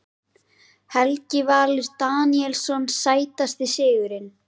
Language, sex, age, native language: Icelandic, female, 11, Icelandic